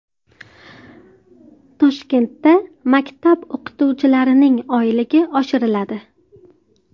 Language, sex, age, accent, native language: Uzbek, female, 19-29, Farg'ona, Uzbek